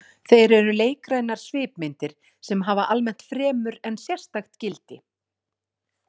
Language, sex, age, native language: Icelandic, female, 40-49, Icelandic